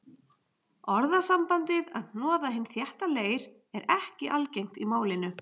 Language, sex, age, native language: Icelandic, female, 40-49, Icelandic